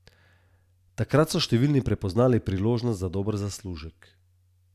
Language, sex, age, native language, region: Slovenian, male, 30-49, Slovenian, Southeast Slovenia